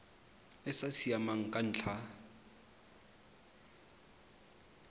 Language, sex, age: Tswana, male, 23